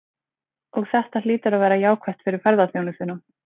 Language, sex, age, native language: Icelandic, female, 20-29, Icelandic